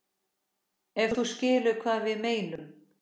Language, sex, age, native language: Icelandic, female, 14, Icelandic